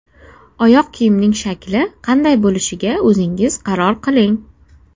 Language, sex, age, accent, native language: Uzbek, female, under 19, Namangan, Uzbek